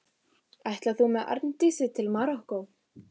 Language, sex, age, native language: Icelandic, female, 15, Icelandic